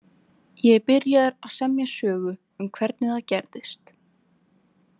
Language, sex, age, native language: Icelandic, female, 20-29, Icelandic